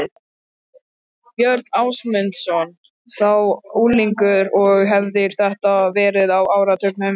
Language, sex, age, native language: Icelandic, male, 13, Icelandic